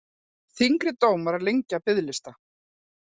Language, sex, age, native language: Icelandic, female, 40-49, Icelandic